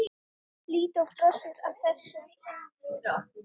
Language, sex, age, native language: Icelandic, female, 10, Icelandic